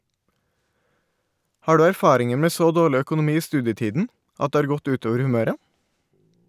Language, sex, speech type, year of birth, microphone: Norwegian, male, read, 1989, Shure